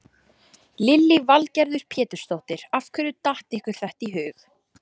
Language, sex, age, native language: Icelandic, female, 14, Icelandic